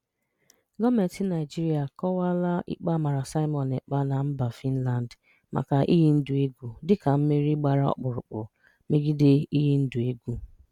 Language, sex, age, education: Igbo, female, 30-45, tertiary